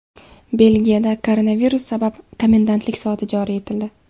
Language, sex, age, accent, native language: Uzbek, female, 18-24, Samarqand, Uzbek